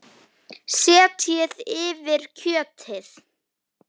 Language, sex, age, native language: Icelandic, female, 9, Icelandic